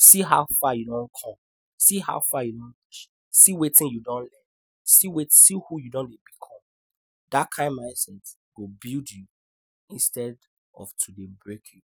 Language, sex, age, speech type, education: Nigerian Pidgin, male, 15-29, spontaneous, tertiary